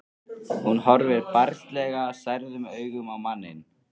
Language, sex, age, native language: Icelandic, male, 13, Icelandic